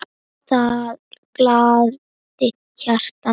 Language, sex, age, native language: Icelandic, female, 9, Icelandic